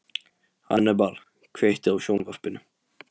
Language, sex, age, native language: Icelandic, male, 18-19, Polish